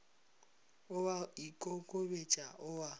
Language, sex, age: Northern Sotho, male, 22